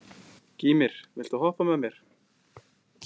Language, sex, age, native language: Icelandic, male, 20-29, Icelandic